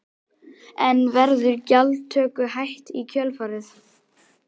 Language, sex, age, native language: Icelandic, male, 11, Icelandic